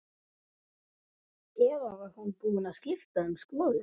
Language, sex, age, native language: Icelandic, male, 11, Icelandic